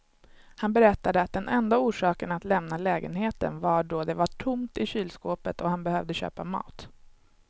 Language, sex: Swedish, male